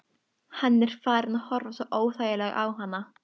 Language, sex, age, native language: Icelandic, female, 12, Icelandic